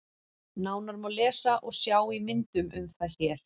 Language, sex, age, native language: Icelandic, female, 40-49, Icelandic